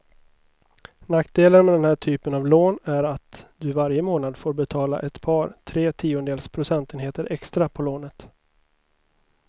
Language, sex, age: Swedish, male, 29